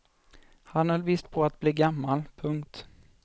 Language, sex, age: Swedish, male, 25